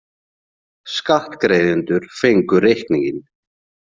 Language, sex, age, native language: Icelandic, male, 30-39, Icelandic